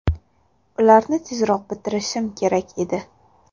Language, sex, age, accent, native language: Uzbek, female, 18-24, Toshkent shahri, Uzbek